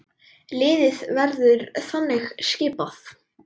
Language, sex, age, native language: Icelandic, male, 10, Icelandic